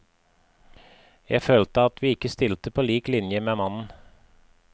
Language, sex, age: Norwegian, male, 53